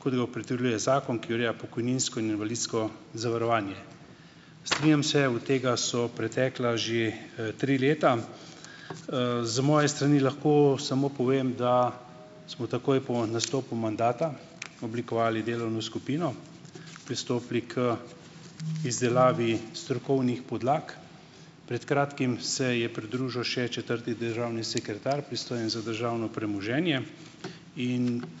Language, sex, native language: Slovenian, male, Slovenian